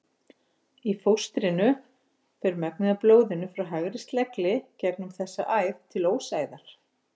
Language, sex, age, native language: Icelandic, female, 50-59, Icelandic